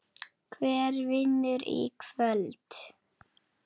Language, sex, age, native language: Icelandic, female, 10, Icelandic